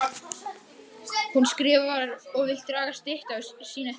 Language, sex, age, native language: Icelandic, male, 12, Icelandic